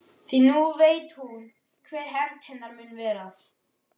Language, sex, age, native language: Icelandic, male, 13, Icelandic